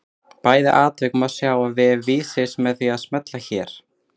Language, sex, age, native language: Icelandic, female, 20-29, Icelandic